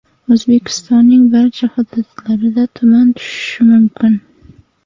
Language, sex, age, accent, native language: Uzbek, female, 18-24, Namangan, Uzbek